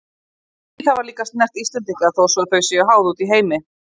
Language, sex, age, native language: Icelandic, female, 50-59, Icelandic